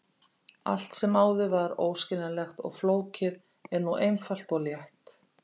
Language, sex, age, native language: Icelandic, female, 50-59, Icelandic